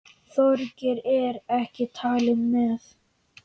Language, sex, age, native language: Icelandic, male, 10, Icelandic